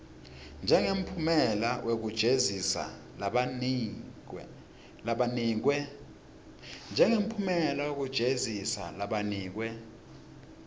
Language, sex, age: Swati, male, 26